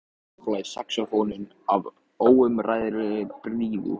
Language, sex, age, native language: Icelandic, male, 14, Icelandic